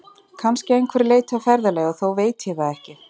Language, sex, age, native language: Icelandic, female, 30-39, Icelandic